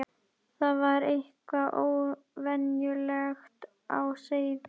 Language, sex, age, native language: Icelandic, female, 11, Icelandic